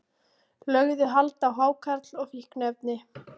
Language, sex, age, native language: Icelandic, female, 18-19, Icelandic